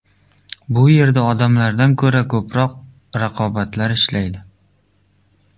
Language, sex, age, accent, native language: Uzbek, male, 12-17, Jizzax, Uzbek